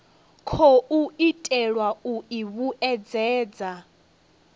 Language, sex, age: Venda, female, 30